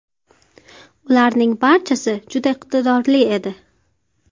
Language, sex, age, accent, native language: Uzbek, female, 19-29, Farg'ona, Uzbek